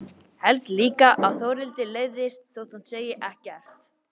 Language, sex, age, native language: Icelandic, male, 11, Icelandic